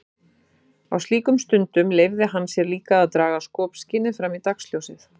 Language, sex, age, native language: Icelandic, female, 30-39, Icelandic